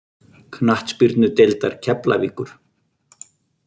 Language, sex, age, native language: Icelandic, male, 50-59, Icelandic